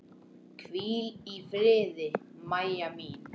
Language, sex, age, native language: Icelandic, male, 10, Icelandic